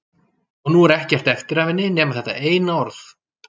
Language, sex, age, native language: Icelandic, male, 40-49, Icelandic